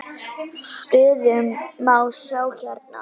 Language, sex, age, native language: Icelandic, male, 9, Icelandic